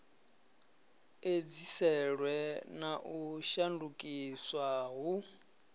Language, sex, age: Venda, male, 34